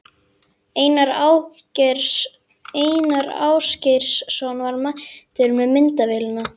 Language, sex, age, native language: Icelandic, female, 18-19, Icelandic